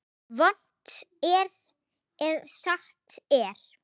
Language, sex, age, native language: Icelandic, female, 8, Icelandic